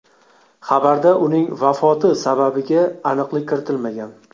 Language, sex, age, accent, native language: Uzbek, male, 25-34, Xorazm, Uzbek